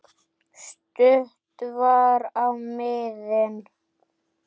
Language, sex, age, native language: Icelandic, male, 8, Icelandic